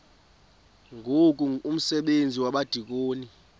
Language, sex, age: Xhosa, female, 28